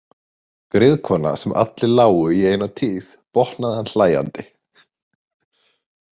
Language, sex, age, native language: Icelandic, male, 30-39, Icelandic